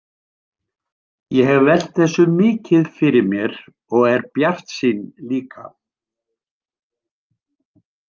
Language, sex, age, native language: Icelandic, male, 70-79, Icelandic